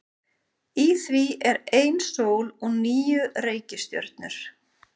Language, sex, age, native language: Icelandic, female, 30-39, Icelandic